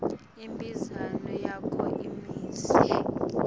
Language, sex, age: Swati, female, 18